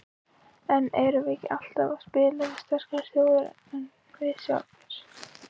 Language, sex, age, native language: Icelandic, female, 16, Icelandic